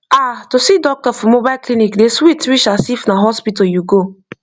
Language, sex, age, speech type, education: Nigerian Pidgin, female, 15-29, spontaneous, tertiary